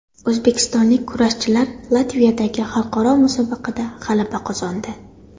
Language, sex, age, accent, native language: Uzbek, female, 18-24, Surxondaryo, Uzbek